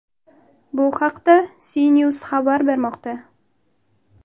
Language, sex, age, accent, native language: Uzbek, female, 18-24, Toshkent shahri, Uzbek